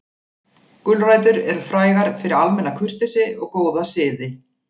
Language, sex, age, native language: Icelandic, female, 40-49, Icelandic